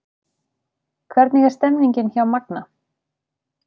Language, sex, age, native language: Icelandic, female, 30-39, Icelandic